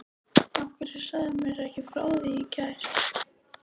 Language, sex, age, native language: Icelandic, female, 13, Icelandic